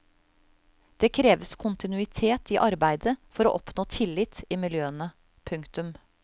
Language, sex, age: Norwegian, female, 35